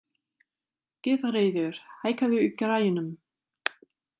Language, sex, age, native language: Icelandic, female, 30-39, German